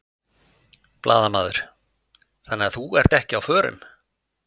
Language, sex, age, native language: Icelandic, male, 50-59, Icelandic